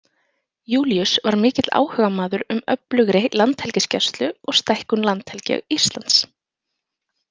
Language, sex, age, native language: Icelandic, female, 20-29, Icelandic